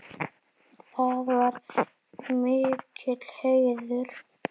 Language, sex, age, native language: Icelandic, male, 8, Icelandic